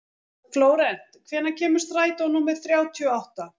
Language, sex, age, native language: Icelandic, female, 40-49, Icelandic